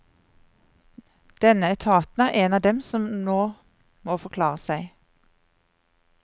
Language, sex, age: Norwegian, female, 50